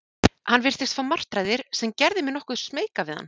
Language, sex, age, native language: Icelandic, female, 40-49, Icelandic